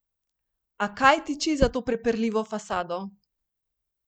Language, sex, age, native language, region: Slovenian, female, 30-49, Slovenian, Primorsko-notranjska region